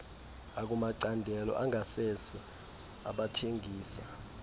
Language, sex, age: Xhosa, male, 18